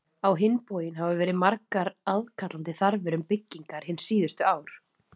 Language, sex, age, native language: Icelandic, female, 30-39, Icelandic